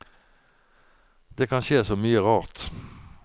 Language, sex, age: Norwegian, male, 49